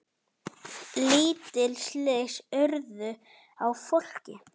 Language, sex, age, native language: Icelandic, male, 10, Icelandic